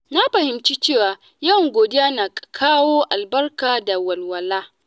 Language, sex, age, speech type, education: Hausa, female, 15-29, spontaneous, tertiary